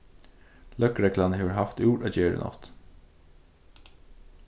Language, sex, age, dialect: Faroese, male, 15-35, Suðurstreymoy